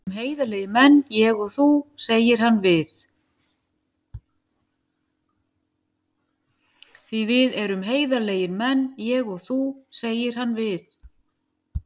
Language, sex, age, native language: Icelandic, female, 50-59, Icelandic